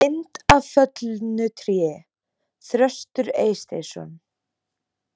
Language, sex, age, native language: Icelandic, female, 20-29, Icelandic